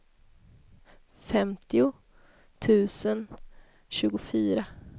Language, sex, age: Swedish, female, 26